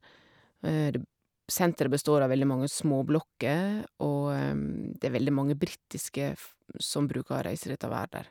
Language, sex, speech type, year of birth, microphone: Norwegian, female, spontaneous, 1972, Shure